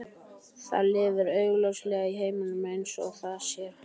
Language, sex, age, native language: Icelandic, male, 13, Icelandic